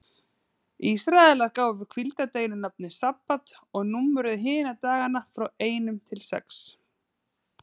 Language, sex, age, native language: Icelandic, female, 30-39, Icelandic